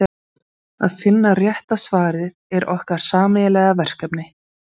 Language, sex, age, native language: Icelandic, female, 20-29, Icelandic